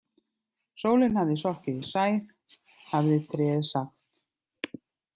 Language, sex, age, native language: Icelandic, other, 50-59, Icelandic